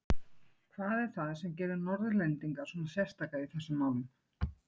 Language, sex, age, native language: Icelandic, female, 40-49, Icelandic